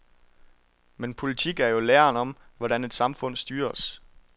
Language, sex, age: Danish, male, 23